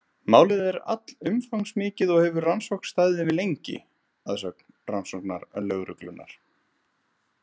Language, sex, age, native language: Icelandic, male, 30-39, Icelandic